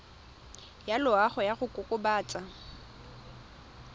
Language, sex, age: Tswana, female, 21